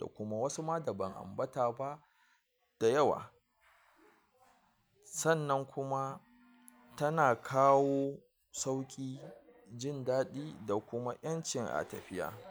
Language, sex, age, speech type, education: Hausa, male, 46-60, spontaneous, tertiary